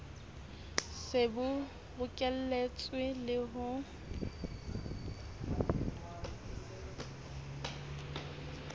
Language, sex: Southern Sotho, female